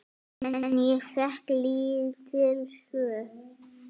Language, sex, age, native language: Icelandic, male, 9, Icelandic